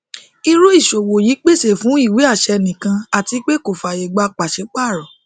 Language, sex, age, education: Yoruba, female, 30-45, tertiary